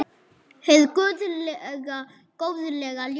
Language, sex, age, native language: Icelandic, female, 7, German